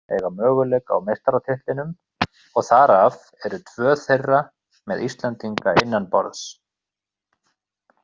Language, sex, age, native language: Icelandic, male, 30-39, Icelandic